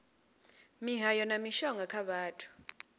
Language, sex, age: Venda, female, 28